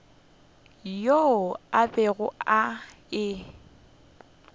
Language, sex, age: Northern Sotho, female, 21